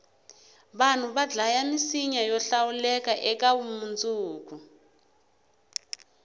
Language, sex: Tsonga, female